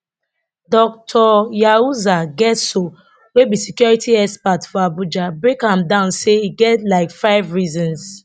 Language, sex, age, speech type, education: Nigerian Pidgin, female, 30-45, spontaneous, tertiary